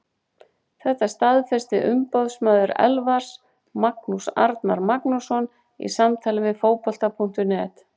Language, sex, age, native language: Icelandic, female, 40-49, Icelandic